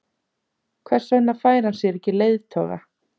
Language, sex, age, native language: Icelandic, female, 30-39, Icelandic